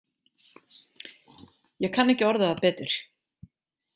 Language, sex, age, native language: Icelandic, female, 40-49, Icelandic